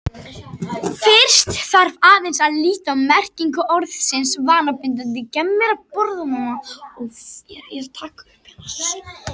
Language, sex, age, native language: Icelandic, male, 60-69, Icelandic